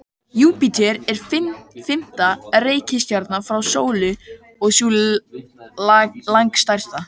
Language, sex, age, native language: Icelandic, male, 18-19, Icelandic